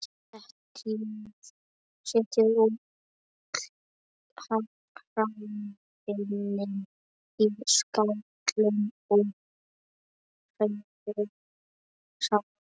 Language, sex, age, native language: Icelandic, male, 12, Icelandic